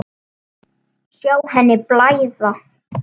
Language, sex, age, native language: Icelandic, male, 9, Icelandic